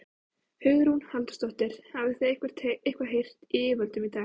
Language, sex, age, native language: Icelandic, female, 15, Icelandic